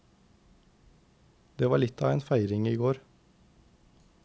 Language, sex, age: Norwegian, male, 19